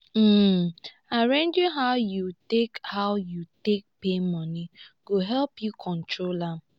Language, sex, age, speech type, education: Nigerian Pidgin, female, 15-29, spontaneous, tertiary